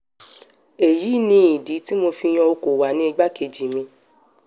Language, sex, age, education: Yoruba, female, 15-29, tertiary